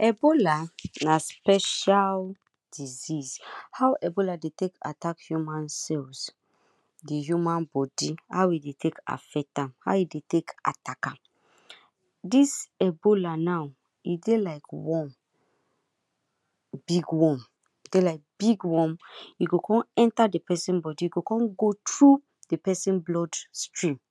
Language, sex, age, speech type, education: Nigerian Pidgin, female, 30-45, spontaneous, tertiary